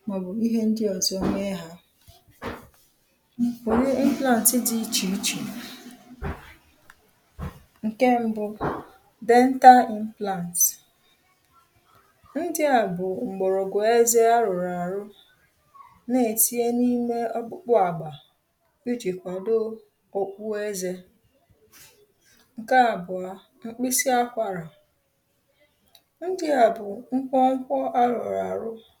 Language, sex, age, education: Igbo, female, 15-29, tertiary